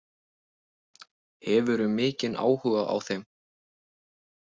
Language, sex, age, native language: Icelandic, male, 18-19, Icelandic